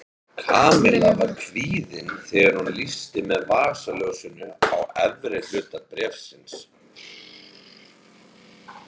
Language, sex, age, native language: Icelandic, female, 30-39, Icelandic